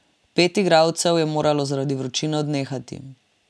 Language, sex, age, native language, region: Slovenian, female, 18-29, Slovenian, Drava region